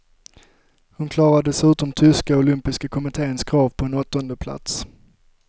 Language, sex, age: Swedish, male, 25